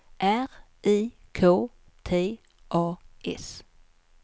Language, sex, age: Swedish, female, 54